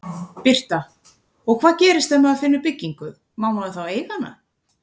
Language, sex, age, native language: Icelandic, female, 40-49, Icelandic